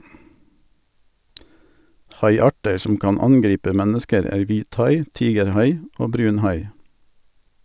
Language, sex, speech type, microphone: Norwegian, male, read, Sennheiser